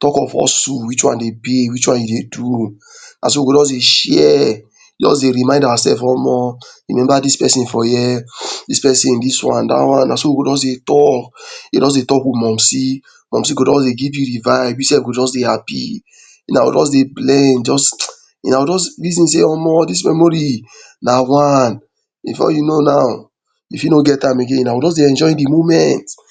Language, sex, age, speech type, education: Nigerian Pidgin, male, 46-60, spontaneous, tertiary